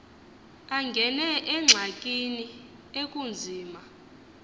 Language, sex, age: Xhosa, female, 22